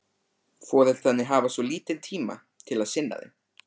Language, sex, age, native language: Icelandic, male, 13, Icelandic